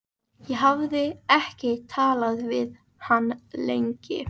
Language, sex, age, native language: Icelandic, female, 13, Icelandic